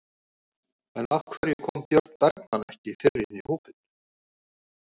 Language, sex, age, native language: Icelandic, male, 40-49, Icelandic